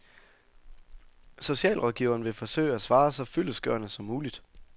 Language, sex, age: Danish, male, 24